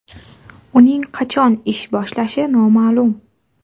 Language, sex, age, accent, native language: Uzbek, female, 18-24, Qashqadaryo, Uzbek